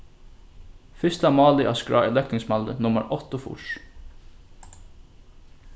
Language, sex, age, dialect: Faroese, male, 15-35, Norðurstreymoy/Eysturoy